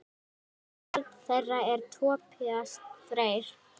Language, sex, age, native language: Icelandic, female, 10, Icelandic